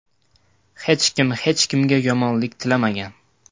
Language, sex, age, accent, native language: Uzbek, male, 18-24, Toshkent viloyati, Uzbek